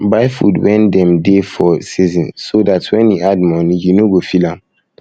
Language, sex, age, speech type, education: Nigerian Pidgin, male, 15-29, spontaneous, tertiary